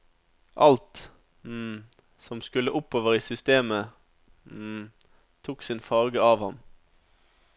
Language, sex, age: Norwegian, male, 27